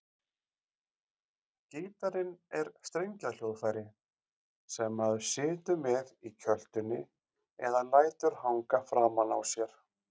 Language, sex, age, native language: Icelandic, male, 40-49, Icelandic